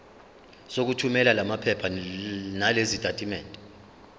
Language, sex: Zulu, male